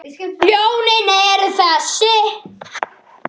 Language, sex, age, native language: Icelandic, male, 9, Icelandic